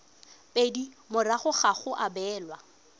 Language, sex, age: Tswana, female, 22